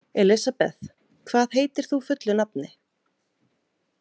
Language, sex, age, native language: Icelandic, female, 20-29, Icelandic